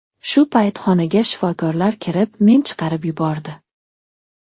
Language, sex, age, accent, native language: Uzbek, male, 19-29, Xorazm, Uzbek